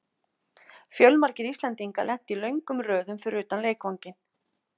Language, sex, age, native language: Icelandic, female, 50-59, Icelandic